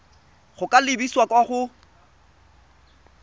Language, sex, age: Tswana, male, 25